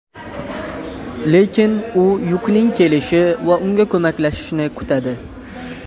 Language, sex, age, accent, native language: Uzbek, male, under 19, Andijon, Uzbek